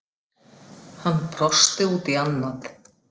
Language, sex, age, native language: Icelandic, female, 50-59, Icelandic